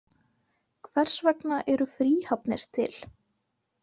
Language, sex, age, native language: Icelandic, female, 18-19, Icelandic